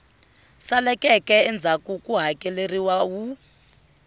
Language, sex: Tsonga, female